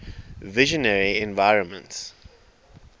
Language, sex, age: English, male, 23